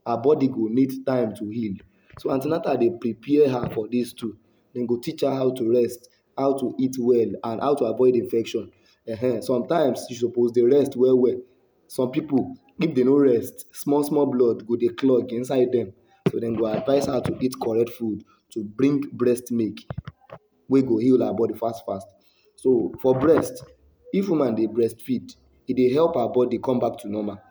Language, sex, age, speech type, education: Nigerian Pidgin, male, 60+, spontaneous, tertiary